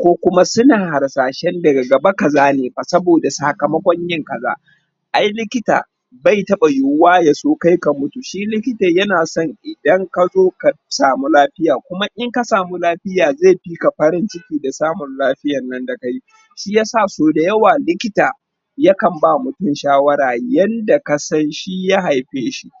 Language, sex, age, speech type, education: Hausa, male, 30-45, spontaneous, tertiary